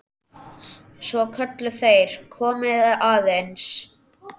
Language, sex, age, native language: Icelandic, male, 10, Icelandic